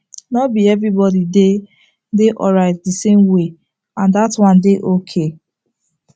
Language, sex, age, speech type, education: Nigerian Pidgin, female, 15-29, spontaneous, tertiary